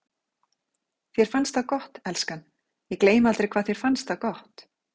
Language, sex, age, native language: Icelandic, female, 40-49, Icelandic